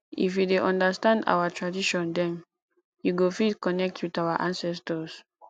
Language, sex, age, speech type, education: Nigerian Pidgin, female, 15-29, spontaneous, tertiary